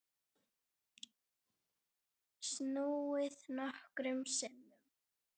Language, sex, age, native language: Icelandic, male, 9, Icelandic